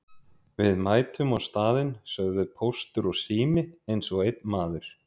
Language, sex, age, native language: Icelandic, male, 30-39, Icelandic